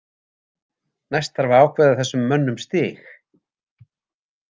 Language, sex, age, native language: Icelandic, male, 70-79, Icelandic